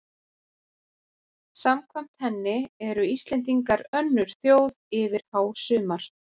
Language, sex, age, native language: Icelandic, female, 40-49, Icelandic